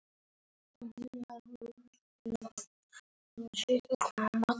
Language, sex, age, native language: Icelandic, male, 7, Icelandic